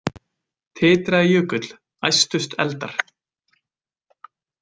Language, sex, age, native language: Icelandic, male, 20-29, Icelandic